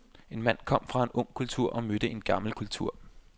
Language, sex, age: Danish, male, 25